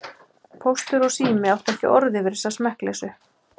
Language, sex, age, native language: Icelandic, male, 12, Icelandic